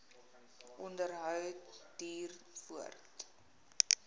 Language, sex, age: Afrikaans, female, 21